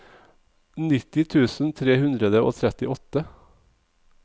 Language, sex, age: Norwegian, male, 45